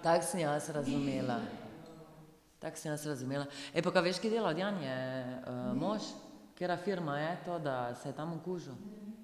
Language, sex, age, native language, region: Slovenian, female, 30-49, Slovenian, Drava region